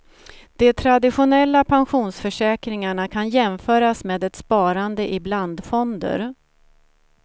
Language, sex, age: Swedish, female, 47